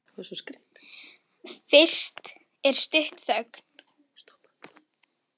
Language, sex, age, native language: Icelandic, female, 8, Icelandic